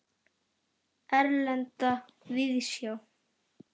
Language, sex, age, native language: Icelandic, male, 10, Icelandic